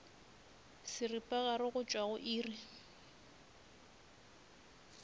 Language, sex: Northern Sotho, female